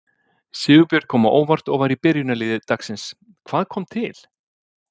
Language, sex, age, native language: Icelandic, male, 50-59, Icelandic